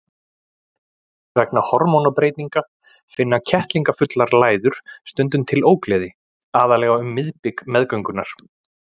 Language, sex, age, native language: Icelandic, male, 40-49, Icelandic